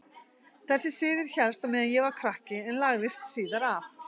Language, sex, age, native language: Icelandic, female, 40-49, Icelandic